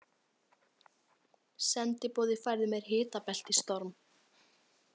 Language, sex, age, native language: Icelandic, female, 18-19, Icelandic